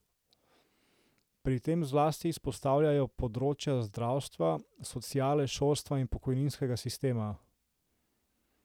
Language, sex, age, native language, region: Slovenian, male, 18-29, Slovenian, Central Slovenia